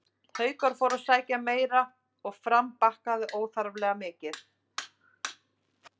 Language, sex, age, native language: Icelandic, female, 30-39, Icelandic